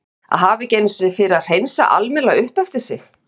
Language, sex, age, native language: Icelandic, female, 50-59, Icelandic